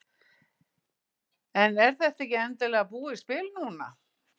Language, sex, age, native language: Icelandic, female, 60-69, Icelandic